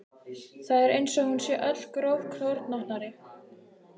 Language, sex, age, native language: Icelandic, female, 15, Icelandic